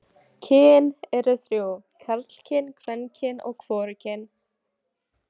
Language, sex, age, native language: Icelandic, female, 18-19, Icelandic